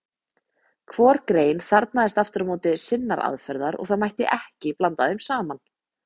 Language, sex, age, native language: Icelandic, female, 20-29, Icelandic